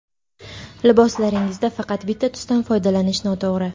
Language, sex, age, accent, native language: Uzbek, female, 18-24, Buxoro, Uzbek